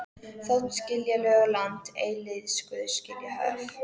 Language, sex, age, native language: Icelandic, female, 13, Icelandic